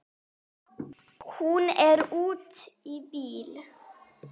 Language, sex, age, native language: Icelandic, female, 8, Icelandic